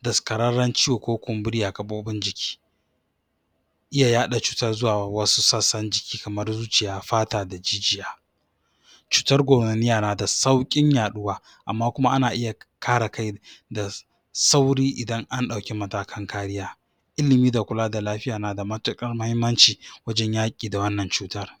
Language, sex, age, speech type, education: Hausa, male, 46-60, spontaneous, tertiary